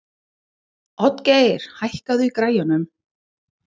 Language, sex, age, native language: Icelandic, female, 20-29, English